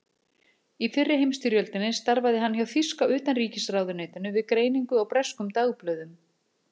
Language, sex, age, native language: Icelandic, female, 40-49, Icelandic